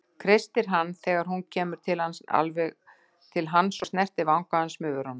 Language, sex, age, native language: Icelandic, female, 60-69, Icelandic